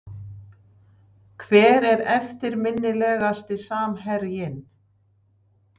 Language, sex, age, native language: Icelandic, female, 60-69, Icelandic